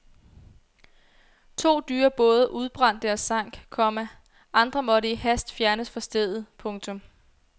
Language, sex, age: Danish, female, 22